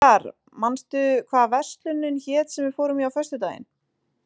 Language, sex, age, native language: Icelandic, female, 20-29, Icelandic